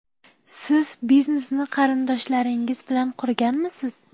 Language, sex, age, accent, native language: Uzbek, female, 12-17, Jizzax, Uzbek